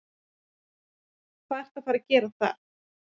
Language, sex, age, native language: Icelandic, female, 50-59, Icelandic